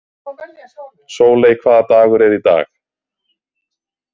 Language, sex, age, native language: Icelandic, male, 40-49, Icelandic